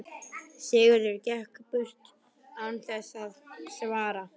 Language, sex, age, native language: Icelandic, male, 11, Icelandic